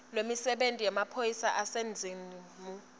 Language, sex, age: Swati, female, 19